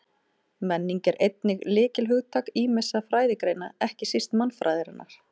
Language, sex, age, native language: Icelandic, female, 30-39, Icelandic